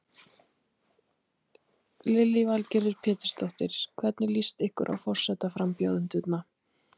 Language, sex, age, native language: Icelandic, female, 30-39, Icelandic